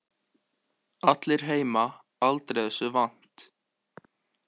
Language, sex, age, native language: Icelandic, male, 18-19, Icelandic